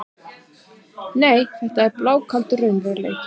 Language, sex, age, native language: Icelandic, female, 30-39, Icelandic